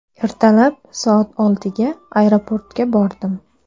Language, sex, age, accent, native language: Uzbek, female, 19-29, Andijon, Uzbek